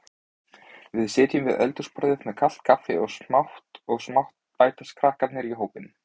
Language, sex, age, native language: Icelandic, male, 20-29, Icelandic